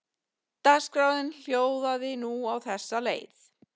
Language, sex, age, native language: Icelandic, female, 50-59, Icelandic